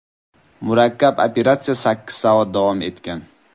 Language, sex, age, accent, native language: Uzbek, male, 25-34, Toshkent viloyati, Uzbek